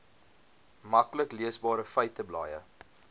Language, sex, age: Afrikaans, male, 22